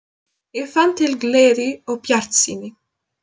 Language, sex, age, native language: Icelandic, female, 20-29, Polish